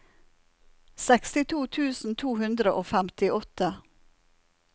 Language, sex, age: Norwegian, female, 47